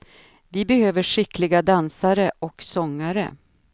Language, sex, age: Swedish, female, 53